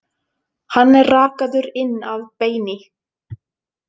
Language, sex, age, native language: Icelandic, female, 20-29, Finnish